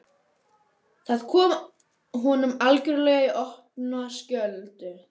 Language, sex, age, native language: Icelandic, female, 11, Icelandic